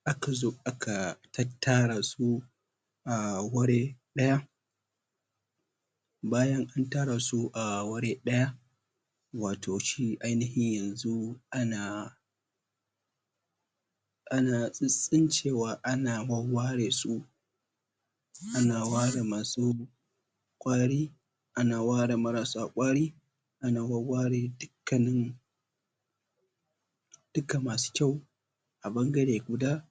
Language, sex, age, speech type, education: Hausa, male, 15-29, spontaneous, primary